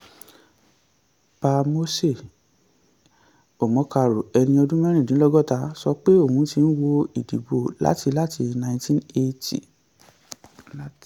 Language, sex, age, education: Yoruba, male, 15-29, tertiary